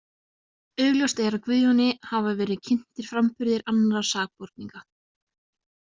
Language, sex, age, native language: Icelandic, female, 20-29, Icelandic